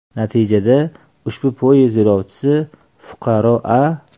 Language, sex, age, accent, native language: Uzbek, male, 35+, Toshkent shahri, Uzbek